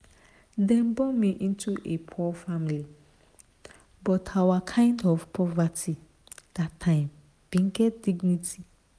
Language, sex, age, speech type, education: Nigerian Pidgin, female, 30-45, spontaneous, tertiary